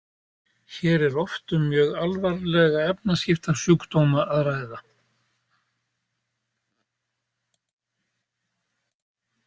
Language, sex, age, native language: Icelandic, male, 70-79, Icelandic